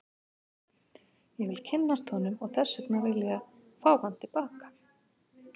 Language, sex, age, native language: Icelandic, female, 50-59, Icelandic